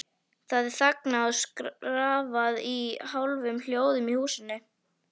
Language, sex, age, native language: Icelandic, female, 11, Icelandic